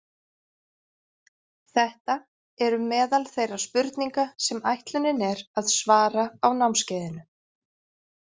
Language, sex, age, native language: Icelandic, female, 40-49, Icelandic